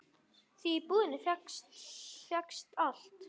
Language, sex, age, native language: Icelandic, male, 9, Icelandic